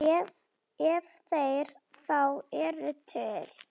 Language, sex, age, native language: Icelandic, female, 8, Slovak